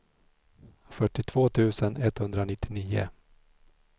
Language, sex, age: Swedish, male, 46